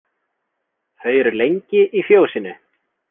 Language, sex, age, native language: Icelandic, male, 20-29, Icelandic